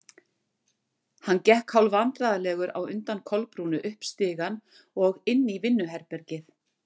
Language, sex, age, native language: Icelandic, female, 60-69, Icelandic